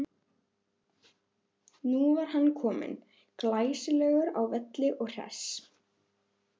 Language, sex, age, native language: Icelandic, female, 11, Icelandic